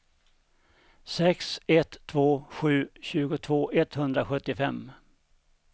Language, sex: Swedish, male